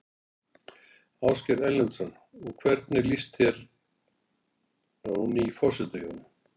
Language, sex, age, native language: Icelandic, male, 60-69, Icelandic